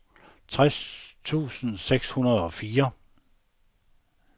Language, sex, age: Danish, male, 69